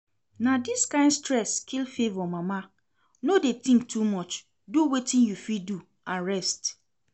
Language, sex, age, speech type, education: Nigerian Pidgin, female, 30-45, read, secondary